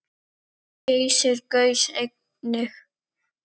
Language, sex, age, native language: Icelandic, male, 9, Icelandic